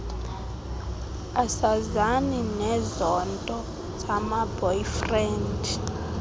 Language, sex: Xhosa, female